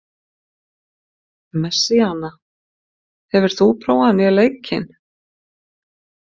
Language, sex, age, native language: Icelandic, female, 50-59, Icelandic